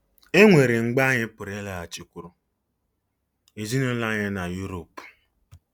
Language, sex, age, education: Igbo, male, 15-29, secondary